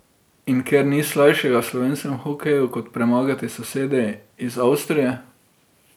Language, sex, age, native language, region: Slovenian, male, 30-49, Slovenian, Drava region